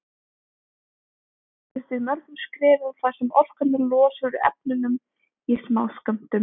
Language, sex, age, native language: Icelandic, female, 20-29, Icelandic